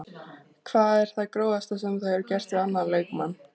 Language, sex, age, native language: Icelandic, female, 20-29, Icelandic